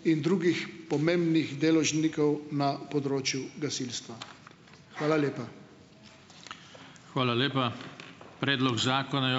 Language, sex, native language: Slovenian, male, Slovenian